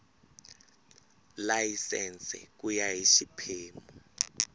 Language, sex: Tsonga, male